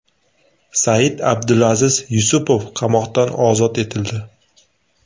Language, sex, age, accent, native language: Uzbek, male, 18-24, Sirdaryo, Uzbek